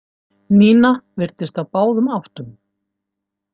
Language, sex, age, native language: Icelandic, female, 50-59, Icelandic